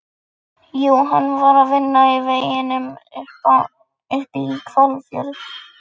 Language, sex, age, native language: Icelandic, male, 11, Icelandic